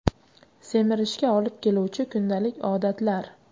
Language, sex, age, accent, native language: Uzbek, female, 25-34, Qashqadaryo, Uzbek